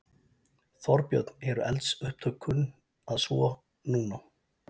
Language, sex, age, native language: Icelandic, male, 40-49, Icelandic